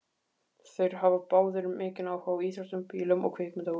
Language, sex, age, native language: Icelandic, male, 15, Icelandic